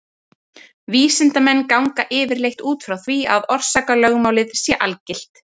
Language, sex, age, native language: Icelandic, female, 30-39, Icelandic